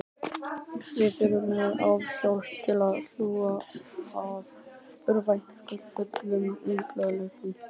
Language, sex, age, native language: Icelandic, male, 18-19, Icelandic